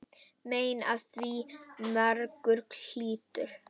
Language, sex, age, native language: Icelandic, female, 10, Icelandic